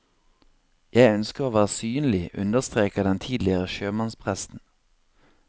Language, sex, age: Norwegian, male, 26